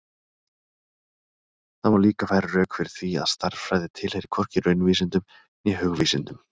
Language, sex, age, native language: Icelandic, male, 30-39, Icelandic